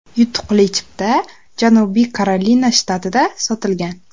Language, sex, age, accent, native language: Uzbek, female, under 19, Andijon, Uzbek